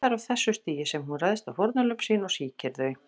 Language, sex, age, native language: Icelandic, female, 40-49, Icelandic